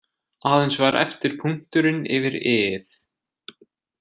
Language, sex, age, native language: Icelandic, male, 20-29, Icelandic